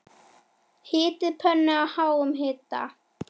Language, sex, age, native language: Icelandic, female, 10, Icelandic